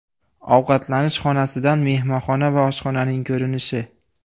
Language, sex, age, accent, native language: Uzbek, male, 18-24, Andijon, Uzbek